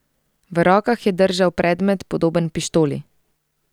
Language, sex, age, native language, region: Slovenian, female, 30-49, Slovenian, Central Slovenia